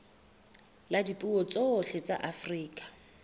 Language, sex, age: Southern Sotho, female, 24